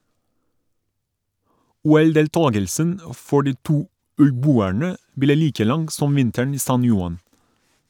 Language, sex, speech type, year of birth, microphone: Norwegian, male, read, 1982, Shure